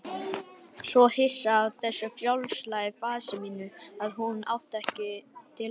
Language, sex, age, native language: Icelandic, male, 18-19, Icelandic